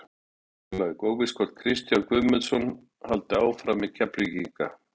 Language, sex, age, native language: Icelandic, male, 60-69, Icelandic